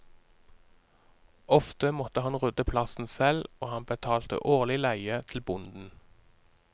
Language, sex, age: Norwegian, male, 30